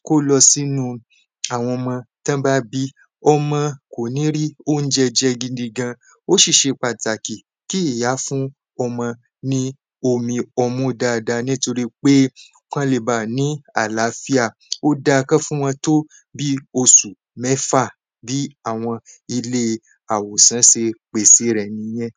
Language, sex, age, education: Yoruba, male, 15-29, tertiary